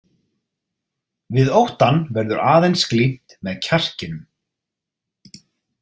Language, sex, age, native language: Icelandic, male, 30-39, Icelandic